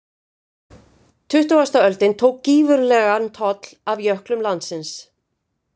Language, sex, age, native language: Icelandic, female, 50-59, Icelandic